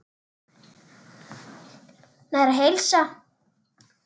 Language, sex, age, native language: Icelandic, female, 8, Icelandic